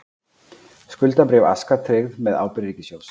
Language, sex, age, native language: Icelandic, male, 40-49, Icelandic